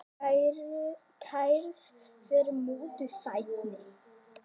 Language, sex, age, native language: Icelandic, female, 30-39, Icelandic